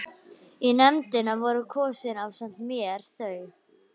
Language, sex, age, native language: Icelandic, female, 11, Icelandic